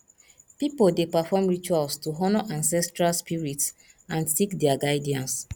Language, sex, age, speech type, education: Nigerian Pidgin, female, 30-45, spontaneous, tertiary